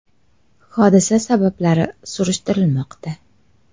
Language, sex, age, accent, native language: Uzbek, female, 25-34, Toshkent shahri, Uzbek